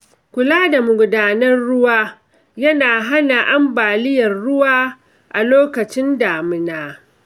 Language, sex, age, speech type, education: Hausa, female, 46-60, read, secondary